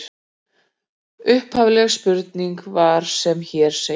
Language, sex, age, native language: Icelandic, female, 40-49, Icelandic